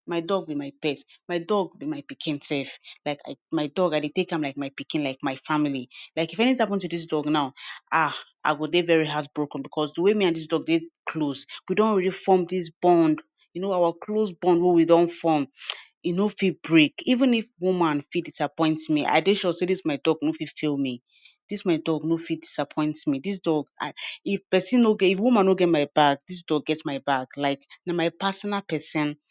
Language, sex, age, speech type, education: Nigerian Pidgin, female, 15-29, spontaneous, tertiary